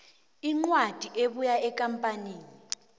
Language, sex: South Ndebele, female